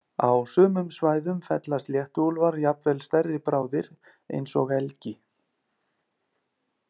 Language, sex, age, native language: Icelandic, male, 30-39, Icelandic